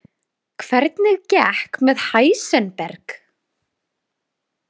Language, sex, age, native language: Icelandic, female, 20-29, Icelandic